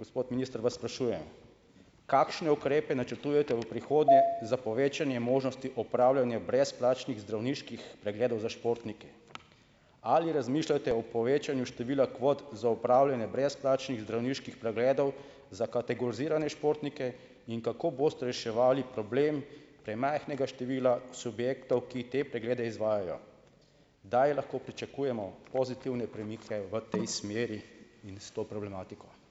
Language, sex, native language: Slovenian, male, Slovenian